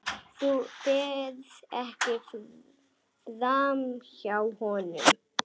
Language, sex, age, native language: Icelandic, female, 9, Icelandic